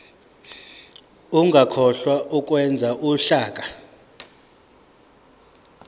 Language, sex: Zulu, male